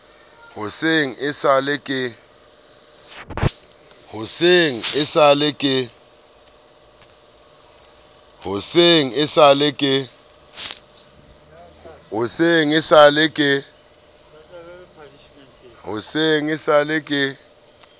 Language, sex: Southern Sotho, male